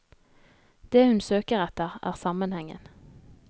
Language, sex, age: Norwegian, female, 32